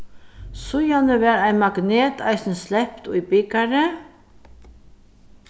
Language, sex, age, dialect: Faroese, female, 36-60, Suðurstreymoy